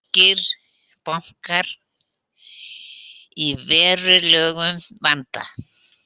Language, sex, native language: Icelandic, female, Icelandic